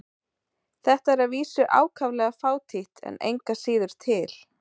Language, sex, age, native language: Icelandic, female, 30-39, Icelandic